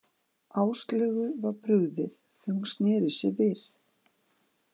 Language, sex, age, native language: Icelandic, female, 40-49, Icelandic